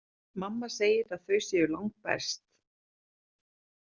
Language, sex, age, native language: Icelandic, female, 30-39, Icelandic